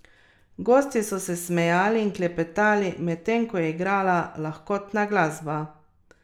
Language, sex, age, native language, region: Slovenian, female, 30-49, Slovenian, Carinthia region